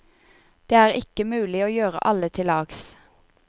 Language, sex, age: Norwegian, female, 28